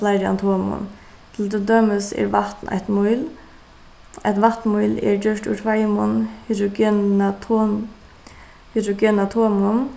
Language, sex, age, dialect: Faroese, female, 15-35, Suðuroy